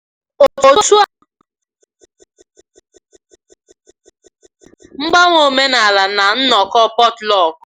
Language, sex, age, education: Igbo, female, 15-29, tertiary